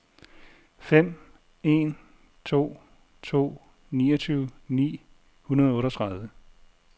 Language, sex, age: Danish, male, 40